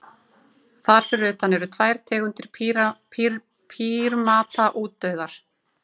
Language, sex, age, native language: Icelandic, female, 30-39, Icelandic